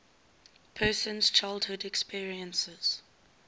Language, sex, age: English, female, 19